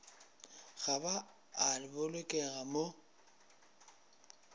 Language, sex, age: Northern Sotho, male, 22